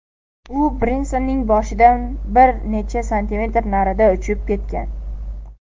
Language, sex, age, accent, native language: Uzbek, male, under 19, Toshkent viloyati, Uzbek